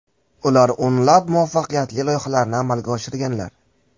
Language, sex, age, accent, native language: Uzbek, male, 18-24, Jizzax, Uzbek